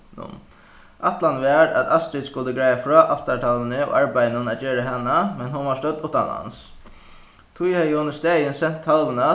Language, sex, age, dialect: Faroese, male, 15-35, Suðuroy